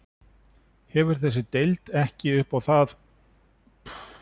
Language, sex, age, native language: Icelandic, male, 40-49, Icelandic